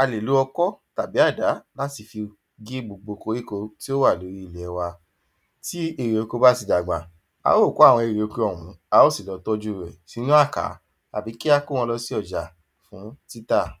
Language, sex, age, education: Yoruba, male, 15-29, tertiary